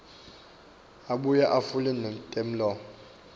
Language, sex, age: Swati, male, 24